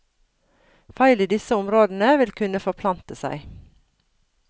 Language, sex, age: Norwegian, female, 42